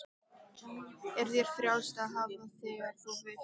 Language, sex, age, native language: Icelandic, female, 13, Icelandic